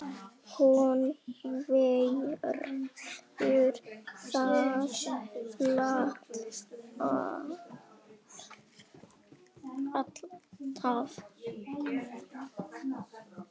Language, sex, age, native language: Icelandic, female, 10, Icelandic